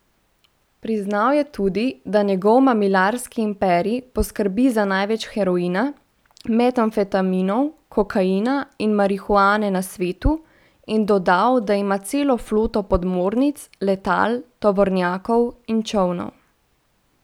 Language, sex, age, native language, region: Slovenian, female, 18-29, Slovenian, Central Slovenia